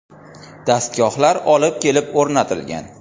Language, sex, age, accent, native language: Uzbek, male, 25-34, Andijon, Uzbek